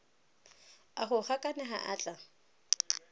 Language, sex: Tswana, female